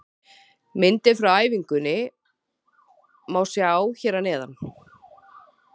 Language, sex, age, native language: Icelandic, female, 30-39, Icelandic